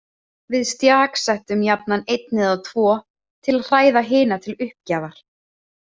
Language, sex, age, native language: Icelandic, female, 30-39, Icelandic